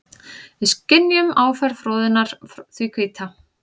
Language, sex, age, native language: Icelandic, female, 30-39, Icelandic